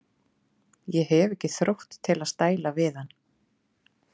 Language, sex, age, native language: Icelandic, female, 30-39, Icelandic